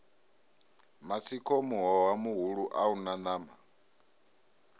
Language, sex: Venda, male